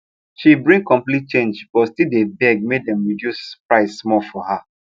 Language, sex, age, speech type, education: Nigerian Pidgin, male, 15-29, spontaneous, tertiary